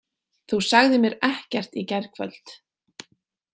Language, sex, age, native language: Icelandic, female, 18-19, Icelandic